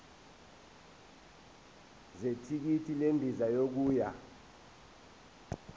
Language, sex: Zulu, male